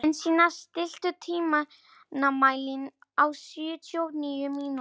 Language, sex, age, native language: Icelandic, male, 40-49, Polish